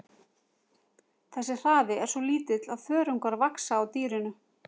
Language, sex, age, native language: Icelandic, female, 40-49, Icelandic